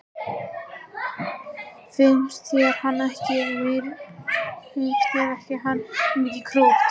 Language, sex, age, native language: Icelandic, female, 13, Icelandic